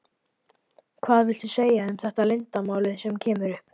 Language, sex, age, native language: Icelandic, male, 11, Icelandic